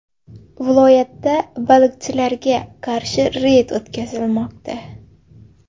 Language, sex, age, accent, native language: Uzbek, female, 18-24, Xorazm, Uzbek